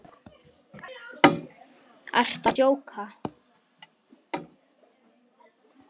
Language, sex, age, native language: Icelandic, male, 10, Icelandic